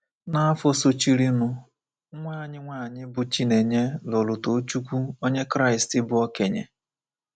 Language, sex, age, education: Igbo, male, 15-29, tertiary